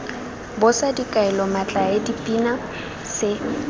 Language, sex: Tswana, female